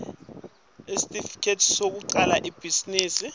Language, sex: Swati, male